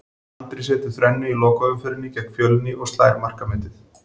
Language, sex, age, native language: Icelandic, male, 40-49, Icelandic